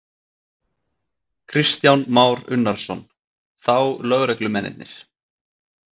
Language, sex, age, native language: Icelandic, male, 30-39, Icelandic